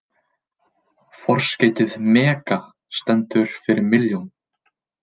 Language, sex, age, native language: Icelandic, male, 20-29, Icelandic